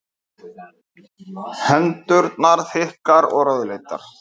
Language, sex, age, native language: Icelandic, male, 50-59, Icelandic